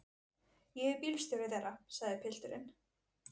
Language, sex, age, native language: Icelandic, female, 20-29, Icelandic